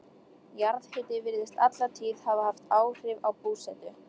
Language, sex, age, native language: Icelandic, female, 13, Icelandic